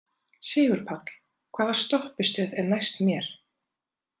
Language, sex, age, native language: Icelandic, female, 30-39, Icelandic